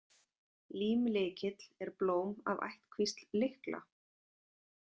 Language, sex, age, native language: Icelandic, female, 40-49, Icelandic